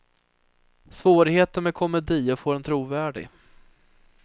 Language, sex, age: Swedish, female, 30